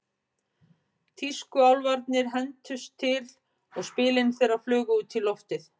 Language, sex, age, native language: Icelandic, female, 50-59, Icelandic